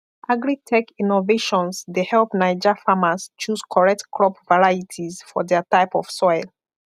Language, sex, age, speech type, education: Nigerian Pidgin, female, 15-29, spontaneous, tertiary